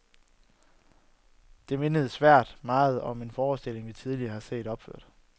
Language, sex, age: Danish, male, 22